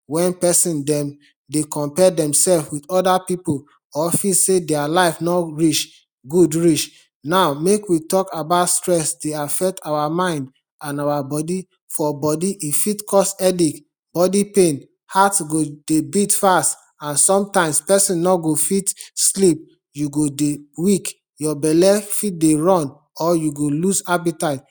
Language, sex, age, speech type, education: Nigerian Pidgin, male, 30-45, spontaneous, tertiary